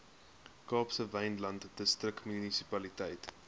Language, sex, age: Afrikaans, male, 21